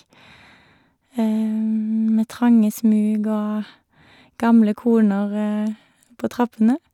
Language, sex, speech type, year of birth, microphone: Norwegian, female, spontaneous, 1978, Shure